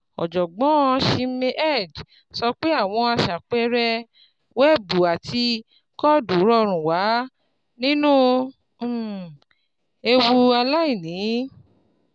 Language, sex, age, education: Yoruba, female, 30-45, tertiary